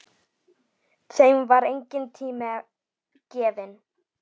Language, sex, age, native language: Icelandic, female, 10, Icelandic